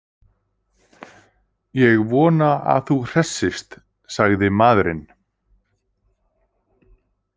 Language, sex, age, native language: Icelandic, male, 30-39, Icelandic